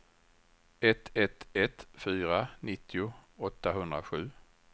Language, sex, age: Swedish, male, 61